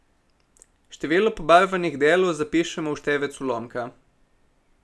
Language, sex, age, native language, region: Slovenian, male, 18-29, Slovenian, Primorsko-notranjska region